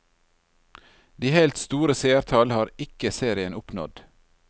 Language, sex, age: Norwegian, male, 40